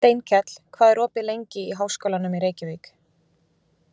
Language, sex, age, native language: Icelandic, female, 20-29, Icelandic